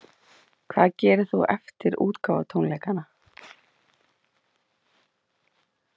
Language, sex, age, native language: Icelandic, female, 30-39, Icelandic